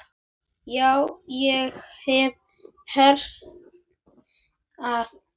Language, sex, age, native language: Icelandic, male, 9, Icelandic